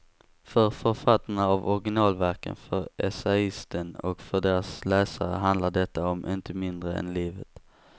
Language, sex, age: Swedish, male, 18